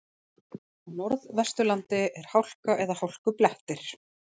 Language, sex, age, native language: Icelandic, female, 40-49, Icelandic